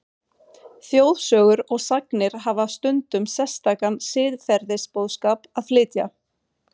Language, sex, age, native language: Icelandic, female, 40-49, Swedish